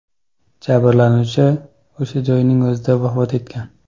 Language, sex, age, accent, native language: Uzbek, male, 25-34, Toshkent viloyati, Kazakh